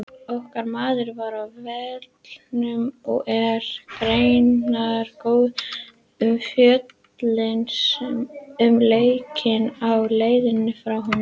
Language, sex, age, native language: Icelandic, female, 18-19, Icelandic